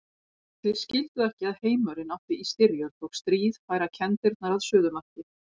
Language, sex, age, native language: Icelandic, female, 40-49, Icelandic